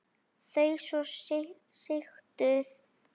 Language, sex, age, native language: Icelandic, female, 10, Icelandic